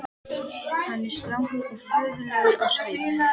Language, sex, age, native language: Icelandic, female, 13, Icelandic